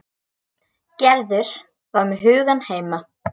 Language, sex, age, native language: Icelandic, female, 10, Icelandic